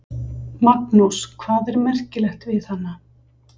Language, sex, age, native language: Icelandic, female, 50-59, Icelandic